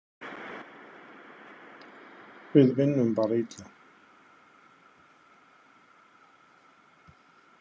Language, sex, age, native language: Icelandic, male, 50-59, Icelandic